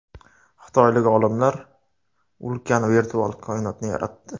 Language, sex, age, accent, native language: Uzbek, male, 25-34, Surxondaryo, Uzbek